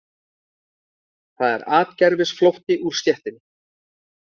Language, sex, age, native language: Icelandic, male, 30-39, Icelandic